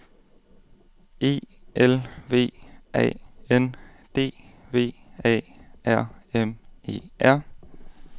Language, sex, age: Danish, male, 18